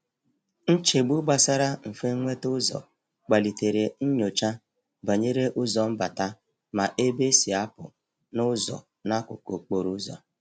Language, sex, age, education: Igbo, male, 46-60, tertiary